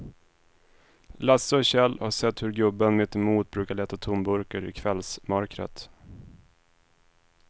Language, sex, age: Swedish, male, 26